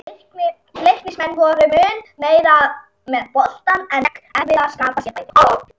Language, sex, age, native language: Icelandic, female, 40-49, Icelandic